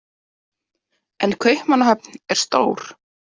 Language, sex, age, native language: Icelandic, female, 30-39, Icelandic